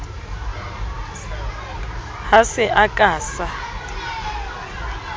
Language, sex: Southern Sotho, female